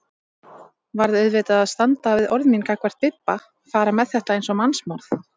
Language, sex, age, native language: Icelandic, female, 30-39, Icelandic